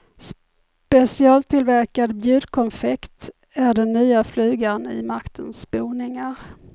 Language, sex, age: Swedish, female, 51